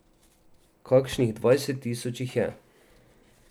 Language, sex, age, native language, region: Slovenian, male, 18-29, Slovenian, Drava region